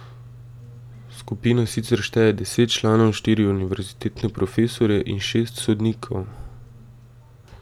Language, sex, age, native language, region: Slovenian, male, 18-29, Slovenian, Drava region